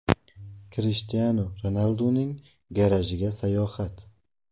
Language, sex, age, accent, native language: Uzbek, male, 18-24, Navoiy, Uzbek